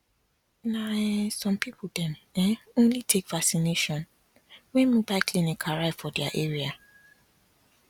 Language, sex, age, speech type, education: Nigerian Pidgin, female, 15-29, spontaneous, tertiary